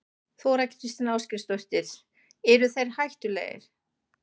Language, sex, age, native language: Icelandic, female, 40-49, German